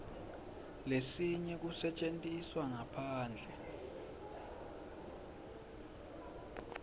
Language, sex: Swati, male